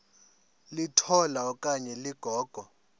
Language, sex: Xhosa, male